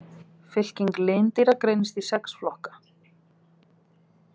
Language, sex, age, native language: Icelandic, female, 30-39, Icelandic